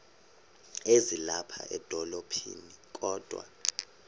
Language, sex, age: Xhosa, male, 31